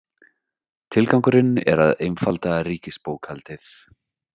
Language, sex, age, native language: Icelandic, male, 30-39, Icelandic